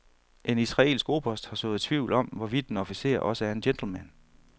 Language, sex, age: Danish, male, 31